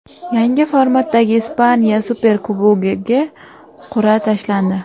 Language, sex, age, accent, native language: Uzbek, female, 18-24, Samarqand, Uzbek